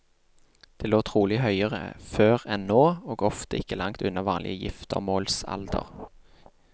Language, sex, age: Norwegian, male, 28